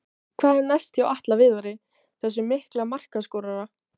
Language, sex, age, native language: Icelandic, female, 18-19, Icelandic